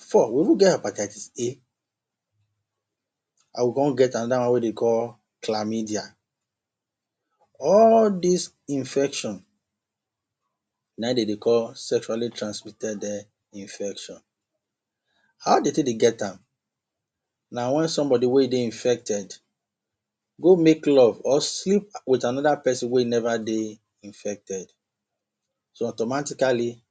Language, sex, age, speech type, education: Nigerian Pidgin, male, 30-45, spontaneous, tertiary